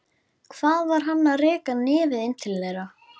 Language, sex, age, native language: Icelandic, female, 11, Icelandic